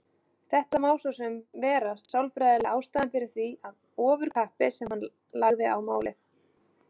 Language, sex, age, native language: Icelandic, female, 40-49, Icelandic